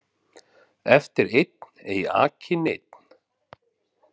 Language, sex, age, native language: Icelandic, male, 40-49, Icelandic